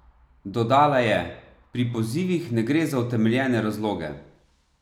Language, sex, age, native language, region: Slovenian, male, 30-49, Slovenian, Savinja region